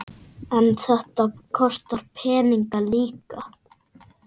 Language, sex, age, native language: Icelandic, male, 8, Icelandic